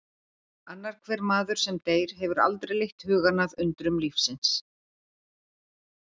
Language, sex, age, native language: Icelandic, female, 50-59, Icelandic